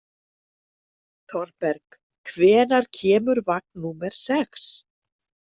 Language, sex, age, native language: Icelandic, female, 60-69, Icelandic